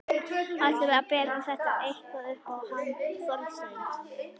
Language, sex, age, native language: Icelandic, female, 11, Icelandic